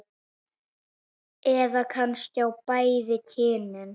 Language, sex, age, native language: Icelandic, male, 7, Icelandic